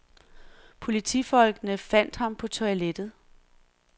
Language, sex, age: Danish, female, 46